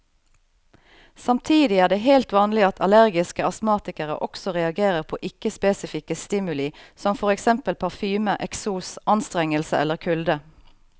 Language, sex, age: Norwegian, female, 38